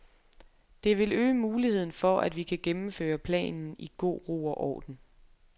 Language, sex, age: Danish, female, 23